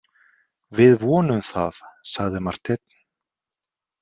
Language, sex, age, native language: Icelandic, male, 50-59, Icelandic